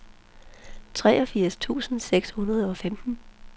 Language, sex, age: Danish, female, 43